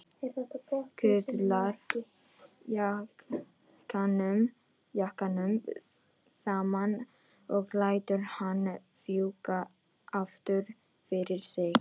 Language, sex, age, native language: Icelandic, female, 14, Icelandic